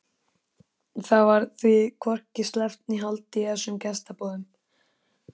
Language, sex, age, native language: Icelandic, male, 13, Icelandic